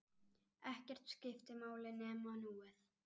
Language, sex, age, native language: Icelandic, male, 10, Icelandic